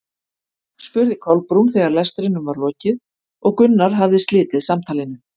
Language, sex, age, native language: Icelandic, female, 50-59, Icelandic